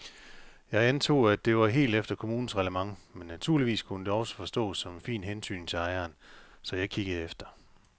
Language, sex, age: Danish, male, 45